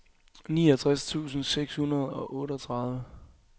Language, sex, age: Danish, male, 22